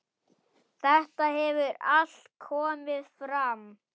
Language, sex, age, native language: Icelandic, male, 8, Icelandic